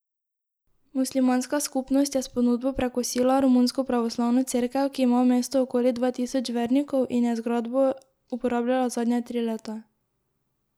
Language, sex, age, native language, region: Slovenian, female, 18-29, Slovenian, Drava region